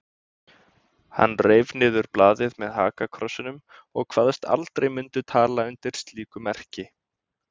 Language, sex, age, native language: Icelandic, male, 20-29, Icelandic